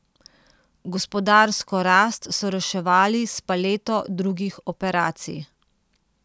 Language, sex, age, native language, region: Slovenian, female, 30-49, Slovenian, Central Slovenia